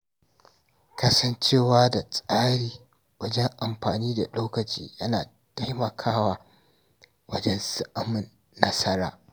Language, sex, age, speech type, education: Hausa, male, 46-60, read, tertiary